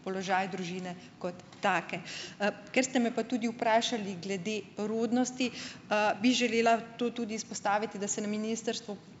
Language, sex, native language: Slovenian, female, Slovenian